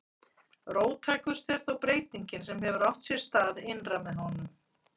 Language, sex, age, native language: Icelandic, female, 40-49, Icelandic